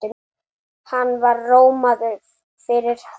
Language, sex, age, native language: Icelandic, female, 8, Icelandic